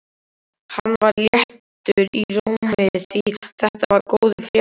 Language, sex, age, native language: Icelandic, male, 12, Icelandic